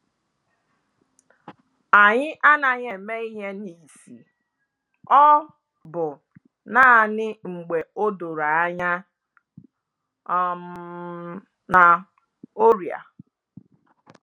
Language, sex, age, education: Igbo, female, 30-45, tertiary